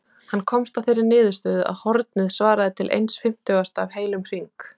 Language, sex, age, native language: Icelandic, female, 30-39, Icelandic